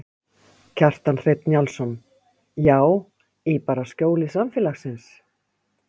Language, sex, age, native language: Icelandic, female, 50-59, Icelandic